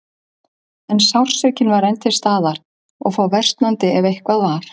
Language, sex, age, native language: Icelandic, female, 50-59, Icelandic